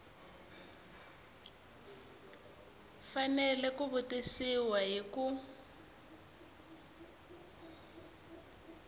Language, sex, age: Tsonga, female, 24